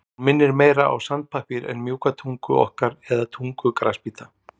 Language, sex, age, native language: Icelandic, male, 40-49, Icelandic